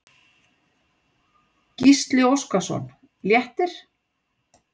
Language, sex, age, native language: Icelandic, female, 60-69, Icelandic